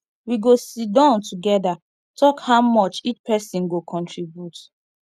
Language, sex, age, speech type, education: Nigerian Pidgin, female, 15-29, spontaneous, tertiary